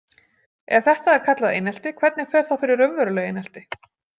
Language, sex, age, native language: Icelandic, female, 40-49, Icelandic